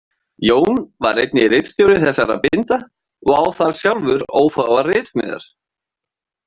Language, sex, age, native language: Icelandic, male, 30-39, Icelandic